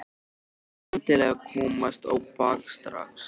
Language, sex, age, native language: Icelandic, male, 13, Icelandic